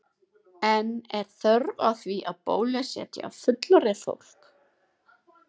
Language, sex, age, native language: Icelandic, female, 30-39, Icelandic